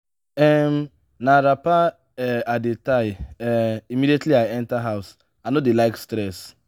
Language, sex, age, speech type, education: Nigerian Pidgin, male, 15-29, spontaneous, tertiary